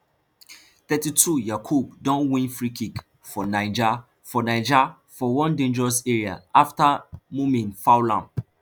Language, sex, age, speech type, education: Nigerian Pidgin, male, 15-29, spontaneous, tertiary